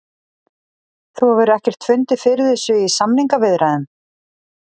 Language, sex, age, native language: Icelandic, female, 40-49, Icelandic